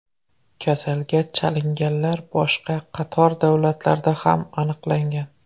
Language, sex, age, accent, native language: Uzbek, male, 25-34, Qoraqalpog'iston, Uzbek